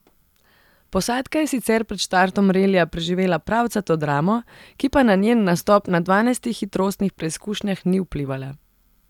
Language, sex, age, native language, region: Slovenian, female, 30-49, Serbian, Central Slovenia